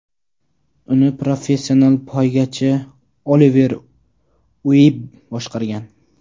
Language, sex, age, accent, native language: Uzbek, male, 18-24, Surxondaryo, Uzbek